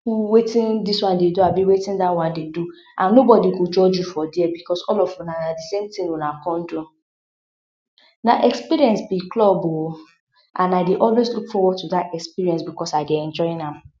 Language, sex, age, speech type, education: Nigerian Pidgin, female, 60+, spontaneous, tertiary